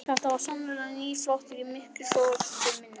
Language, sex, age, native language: Icelandic, male, 11, Icelandic